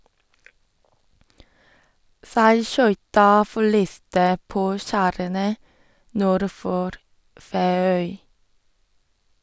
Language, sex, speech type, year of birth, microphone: Norwegian, female, read, 1989, Sennheiser